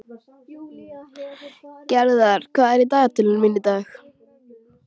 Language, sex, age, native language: Icelandic, female, 12, Icelandic